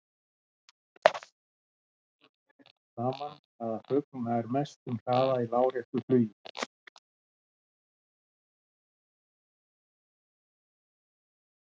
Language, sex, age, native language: Icelandic, male, 60-69, Icelandic